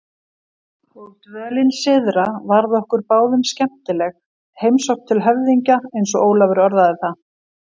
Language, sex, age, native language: Icelandic, female, 50-59, Icelandic